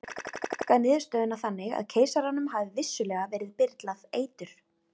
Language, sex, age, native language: Icelandic, female, 30-39, Icelandic